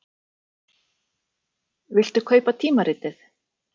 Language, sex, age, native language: Icelandic, female, 40-49, Icelandic